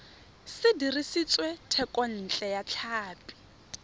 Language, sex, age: Tswana, female, 25